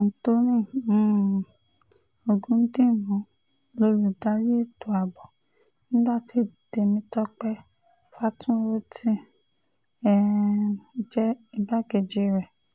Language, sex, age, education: Yoruba, female, 30-45, tertiary